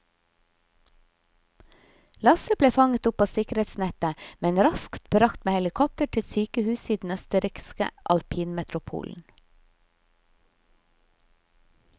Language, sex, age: Norwegian, female, 50